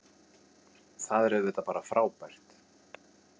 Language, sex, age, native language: Icelandic, male, 40-49, Icelandic